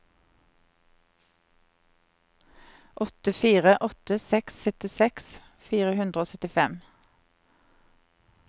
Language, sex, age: Norwegian, female, 50